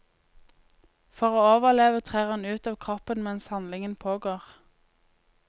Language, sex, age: Norwegian, female, 20